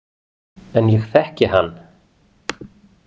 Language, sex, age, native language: Icelandic, male, 40-49, Icelandic